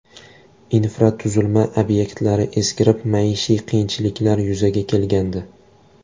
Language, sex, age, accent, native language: Uzbek, male, 18-24, Toshkent shahri, Uzbek